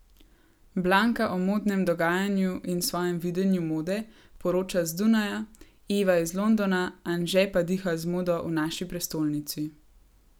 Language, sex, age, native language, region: Slovenian, female, 18-29, Slovenian, Gorenjska region